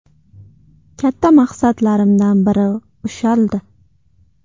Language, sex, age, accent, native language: Uzbek, female, 19-29, Toshkent shahri, Uzbek